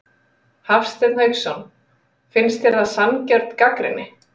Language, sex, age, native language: Icelandic, female, 30-39, Icelandic